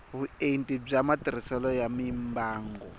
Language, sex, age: Tsonga, male, 25